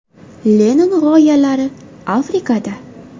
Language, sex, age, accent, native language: Uzbek, female, 19-29, Farg'ona, Uzbek